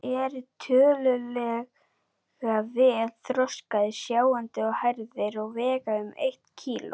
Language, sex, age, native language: Icelandic, female, 30-39, Icelandic